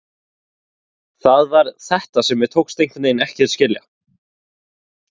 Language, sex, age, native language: Icelandic, male, 20-29, Icelandic